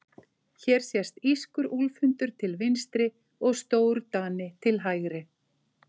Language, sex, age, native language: Icelandic, female, 50-59, Icelandic